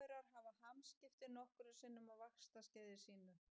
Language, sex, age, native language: Icelandic, female, 50-59, Icelandic